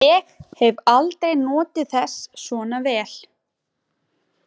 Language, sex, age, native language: Icelandic, female, 20-29, Icelandic